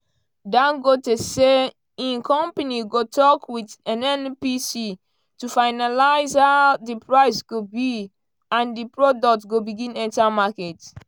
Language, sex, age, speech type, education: Nigerian Pidgin, female, 15-29, spontaneous, tertiary